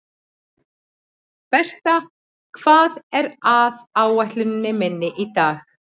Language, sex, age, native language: Icelandic, female, 40-49, Icelandic